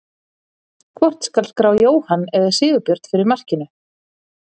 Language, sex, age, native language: Icelandic, female, 40-49, Icelandic